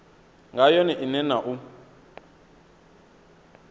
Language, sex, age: Venda, male, 22